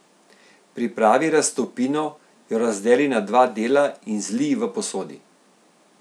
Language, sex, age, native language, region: Slovenian, male, 50-59, Slovenian, Central Slovenia